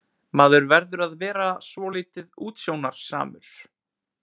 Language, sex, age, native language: Icelandic, male, 20-29, Icelandic